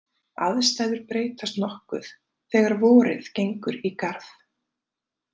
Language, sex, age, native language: Icelandic, female, 30-39, Icelandic